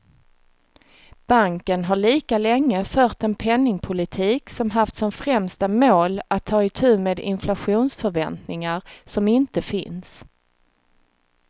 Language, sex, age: Swedish, female, 36